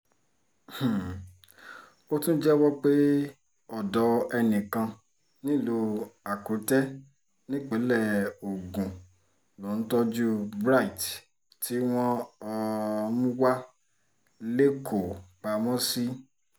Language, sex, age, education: Yoruba, female, 30-45, tertiary